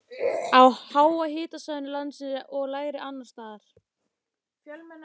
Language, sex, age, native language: Icelandic, female, 15, Icelandic